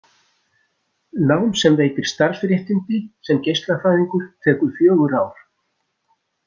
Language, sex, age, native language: Icelandic, male, 60-69, Icelandic